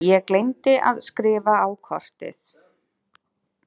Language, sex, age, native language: Icelandic, female, 40-49, Icelandic